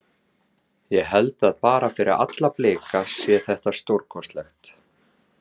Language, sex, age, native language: Icelandic, male, 30-39, Icelandic